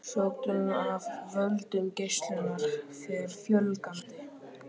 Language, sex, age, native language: Icelandic, male, 13, Icelandic